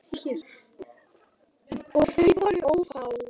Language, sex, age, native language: Icelandic, female, 9, Icelandic